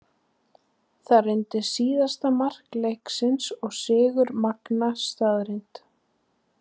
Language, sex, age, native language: Icelandic, female, 20-29, Icelandic